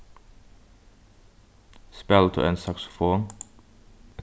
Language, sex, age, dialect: Faroese, male, 15-35, Norðurstreymoy/Eysturoy